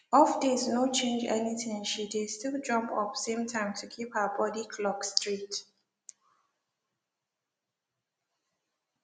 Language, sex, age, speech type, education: Nigerian Pidgin, female, 15-29, spontaneous, secondary